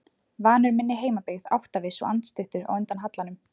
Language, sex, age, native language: Icelandic, female, 20-29, Icelandic